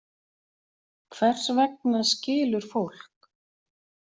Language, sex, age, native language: Icelandic, female, 40-49, Icelandic